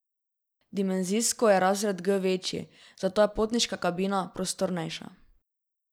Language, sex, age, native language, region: Slovenian, female, 12-17, Slovenian, Drava region